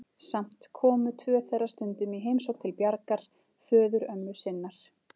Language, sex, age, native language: Icelandic, female, 40-49, Icelandic